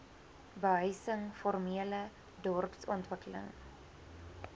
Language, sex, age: Afrikaans, female, 20